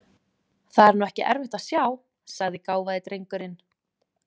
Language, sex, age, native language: Icelandic, female, 20-29, Icelandic